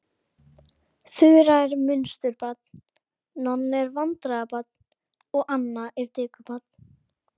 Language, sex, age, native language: Icelandic, female, 11, Icelandic